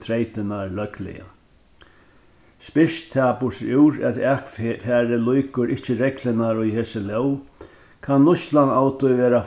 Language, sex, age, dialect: Faroese, male, 61+, Norðurstreymoy/Eysturoy